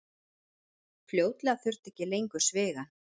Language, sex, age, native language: Icelandic, female, 40-49, Icelandic